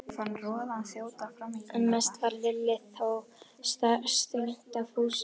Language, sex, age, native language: Icelandic, female, 12, Icelandic